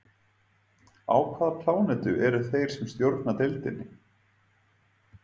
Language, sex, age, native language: Icelandic, male, 30-39, Icelandic